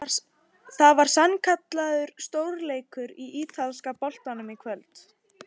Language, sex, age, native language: Icelandic, female, 18-19, Icelandic